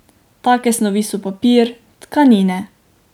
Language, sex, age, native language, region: Slovenian, female, 18-29, Slovenian, Drava region